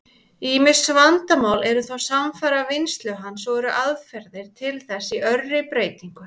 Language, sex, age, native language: Icelandic, female, 30-39, Icelandic